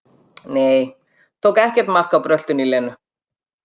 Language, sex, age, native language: Icelandic, female, 50-59, Icelandic